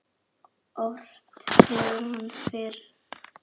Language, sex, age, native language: Icelandic, male, 10, Icelandic